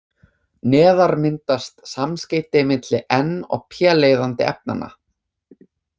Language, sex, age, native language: Icelandic, other, 20-29, English